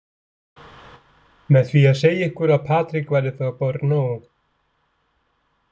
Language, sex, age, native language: Icelandic, male, 40-49, Icelandic